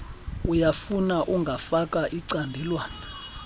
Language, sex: Xhosa, male